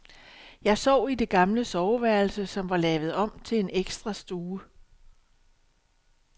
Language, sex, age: Danish, female, 62